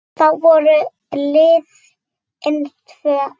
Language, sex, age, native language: Icelandic, female, 6, Icelandic